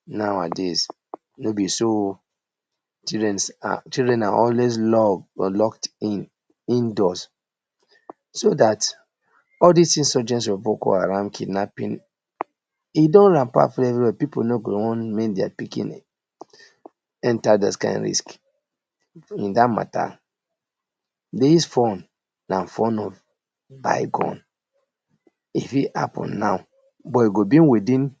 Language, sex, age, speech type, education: Nigerian Pidgin, male, 30-45, spontaneous, tertiary